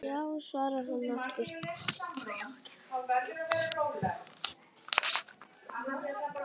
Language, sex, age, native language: Icelandic, male, 8, Icelandic